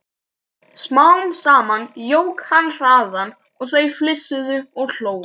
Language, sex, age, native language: Icelandic, male, 12, Icelandic